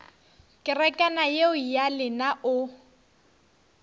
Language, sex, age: Northern Sotho, female, 18